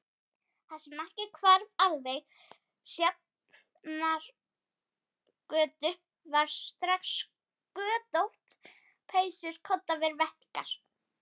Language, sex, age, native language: Icelandic, female, 50-59, Icelandic